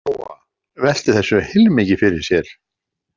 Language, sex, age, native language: Icelandic, male, 60-69, Icelandic